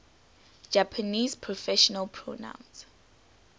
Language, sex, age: English, female, 18